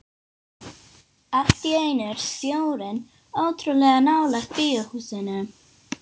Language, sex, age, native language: Icelandic, female, 18-19, English